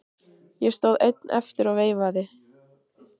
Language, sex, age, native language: Icelandic, female, 15, Icelandic